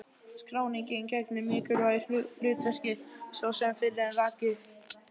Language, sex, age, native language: Icelandic, male, 11, Icelandic